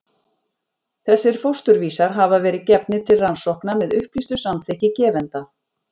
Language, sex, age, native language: Icelandic, female, 40-49, Icelandic